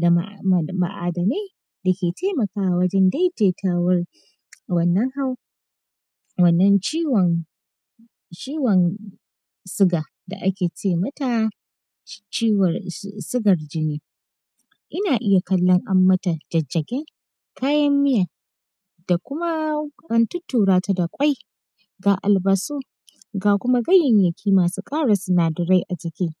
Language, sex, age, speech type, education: Hausa, female, 15-29, spontaneous, tertiary